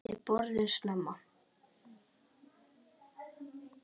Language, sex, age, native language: Icelandic, male, 10, Icelandic